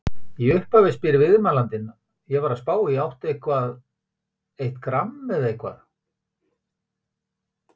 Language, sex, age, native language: Icelandic, male, 50-59, Icelandic